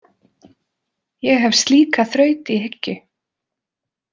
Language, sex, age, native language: Icelandic, female, 20-29, Icelandic